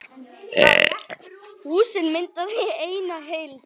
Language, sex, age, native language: Icelandic, male, 10, Icelandic